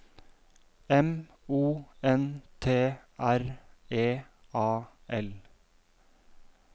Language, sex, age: Norwegian, male, 32